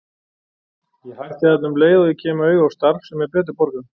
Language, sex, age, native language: Icelandic, male, 40-49, Icelandic